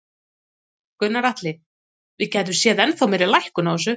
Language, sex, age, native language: Icelandic, female, 30-39, Icelandic